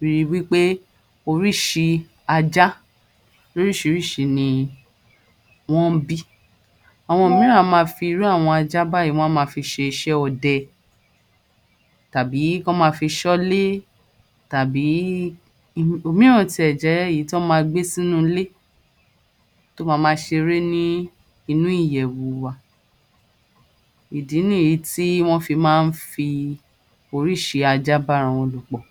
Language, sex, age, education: Yoruba, female, 30-45, tertiary